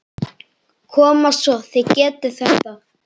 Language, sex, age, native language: Icelandic, male, 9, Icelandic